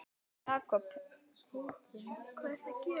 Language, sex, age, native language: Icelandic, female, 10, Icelandic